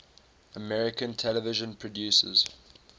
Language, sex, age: English, male, 18